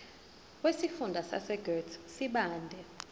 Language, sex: Zulu, female